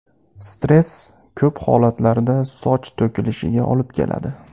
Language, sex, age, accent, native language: Uzbek, male, 18-24, Andijon, Uzbek